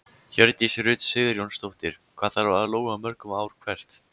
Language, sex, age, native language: Icelandic, male, 14, Icelandic